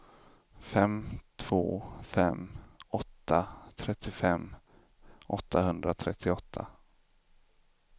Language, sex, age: Swedish, male, 25